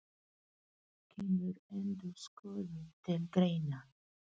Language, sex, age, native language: Icelandic, female, 40-49, Filipino